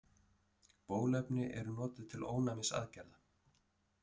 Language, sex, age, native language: Icelandic, male, 30-39, Icelandic